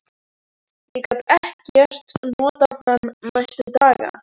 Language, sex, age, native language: Icelandic, male, 14, Icelandic